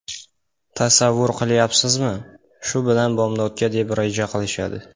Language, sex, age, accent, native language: Uzbek, male, under 19, Farg'ona, Uzbek